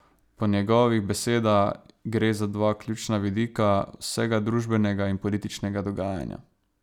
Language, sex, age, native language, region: Slovenian, male, 18-29, Slovenian, Savinja region